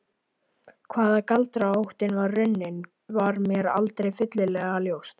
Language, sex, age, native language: Icelandic, male, 11, Icelandic